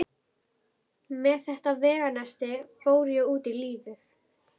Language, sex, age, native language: Icelandic, female, 11, Icelandic